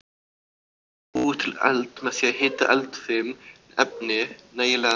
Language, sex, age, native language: Icelandic, other, 18-19, Icelandic